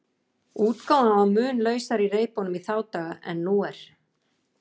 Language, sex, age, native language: Icelandic, female, 40-49, Icelandic